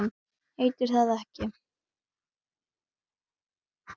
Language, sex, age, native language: Icelandic, female, 9, Icelandic